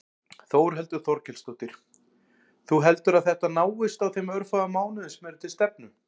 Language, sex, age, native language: Icelandic, male, 40-49, Icelandic